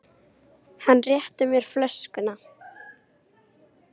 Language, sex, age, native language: Icelandic, female, 18-19, Icelandic